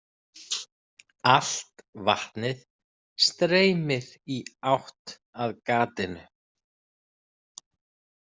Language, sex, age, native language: Icelandic, male, 30-39, Icelandic